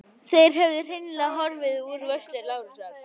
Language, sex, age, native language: Icelandic, female, 11, Icelandic